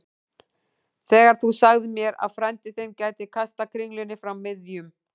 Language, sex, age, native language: Icelandic, female, 18-19, Icelandic